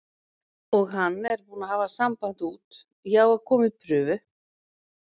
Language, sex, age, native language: Icelandic, female, 40-49, Icelandic